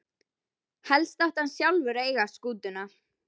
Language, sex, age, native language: Icelandic, female, 11, Icelandic